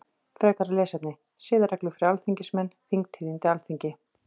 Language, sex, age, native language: Icelandic, female, 40-49, Icelandic